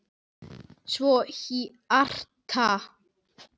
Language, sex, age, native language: Icelandic, male, 9, Icelandic